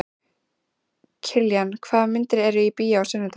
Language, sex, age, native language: Icelandic, female, 14, Icelandic